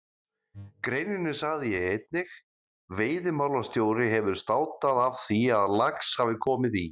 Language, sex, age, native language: Icelandic, male, 30-39, Icelandic